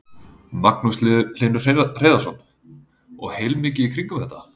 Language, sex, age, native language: Icelandic, male, 30-39, Icelandic